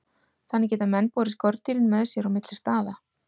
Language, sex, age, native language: Icelandic, female, 40-49, Icelandic